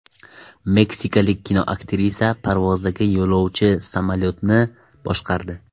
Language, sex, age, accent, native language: Uzbek, male, 18-24, Toshkent viloyati, Tajik